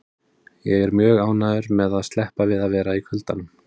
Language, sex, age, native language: Icelandic, male, 30-39, Icelandic